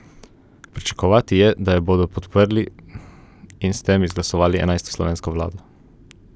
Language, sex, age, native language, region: Slovenian, male, 18-29, Slovenian, Coastal Karst region